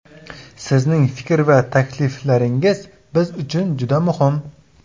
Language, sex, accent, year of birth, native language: Uzbek, male, Samarqand, 2002, Uzbek